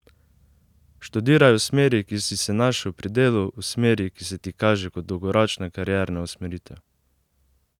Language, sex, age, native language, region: Slovenian, male, 18-29, Slovenian, Savinja region